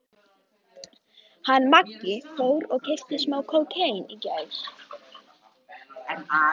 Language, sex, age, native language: Icelandic, male, 13, Icelandic